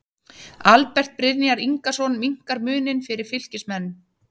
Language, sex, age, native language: Icelandic, female, 30-39, Icelandic